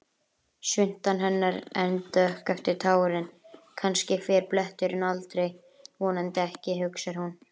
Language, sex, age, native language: Icelandic, female, 30-39, Icelandic